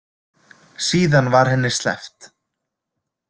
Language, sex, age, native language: Icelandic, male, 20-29, Icelandic